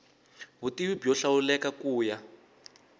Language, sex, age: Tsonga, male, 22